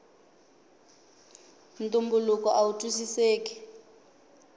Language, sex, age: Tsonga, female, 19